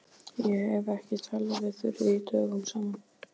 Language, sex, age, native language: Icelandic, male, 12, Icelandic